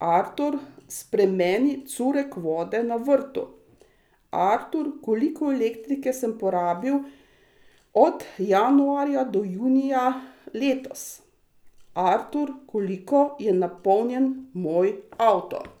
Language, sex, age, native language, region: Slovenian, female, 60+, Slovenian, Savinja region